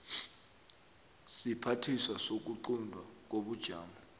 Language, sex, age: South Ndebele, male, 21